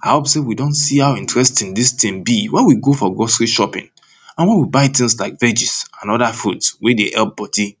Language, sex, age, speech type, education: Nigerian Pidgin, male, 30-45, spontaneous, tertiary